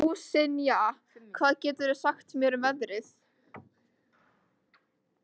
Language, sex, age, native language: Icelandic, female, 13, Icelandic